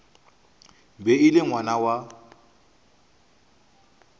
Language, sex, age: Northern Sotho, male, 29